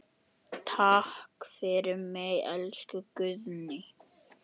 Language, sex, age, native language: Icelandic, male, 10, Icelandic